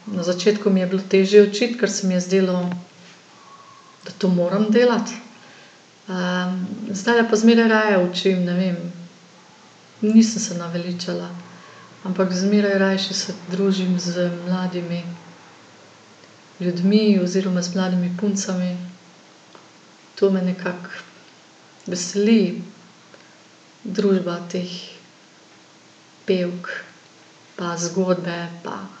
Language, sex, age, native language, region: Slovenian, female, 50-59, Slovenian, Gorenjska region